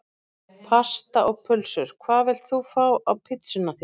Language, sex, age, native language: Icelandic, female, 40-49, Icelandic